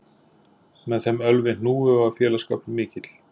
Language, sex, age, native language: Icelandic, male, 40-49, Icelandic